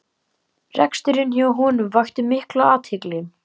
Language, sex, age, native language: Icelandic, male, 11, Icelandic